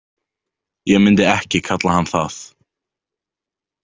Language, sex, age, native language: Icelandic, male, 18-19, Icelandic